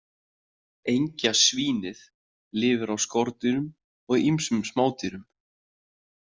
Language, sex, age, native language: Icelandic, male, 30-39, Icelandic